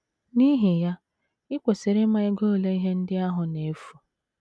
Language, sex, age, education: Igbo, female, 30-45, tertiary